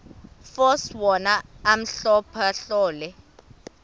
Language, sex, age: Xhosa, female, 24